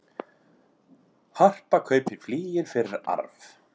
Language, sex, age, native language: Icelandic, male, 40-49, Icelandic